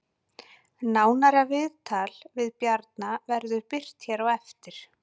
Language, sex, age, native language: Icelandic, female, 40-49, Icelandic